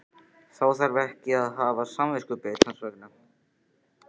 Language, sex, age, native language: Icelandic, female, 14, Icelandic